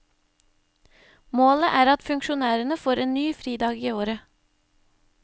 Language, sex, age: Norwegian, female, 25